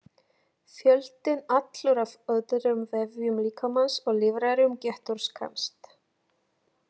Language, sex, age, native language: Icelandic, female, 30-39, Polish